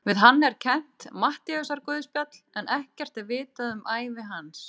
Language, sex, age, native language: Icelandic, female, 30-39, Icelandic